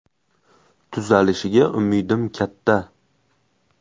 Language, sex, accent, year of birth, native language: Uzbek, male, Farg'ona, 2004, Uzbek